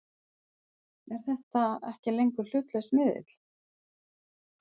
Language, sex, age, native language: Icelandic, female, 50-59, Icelandic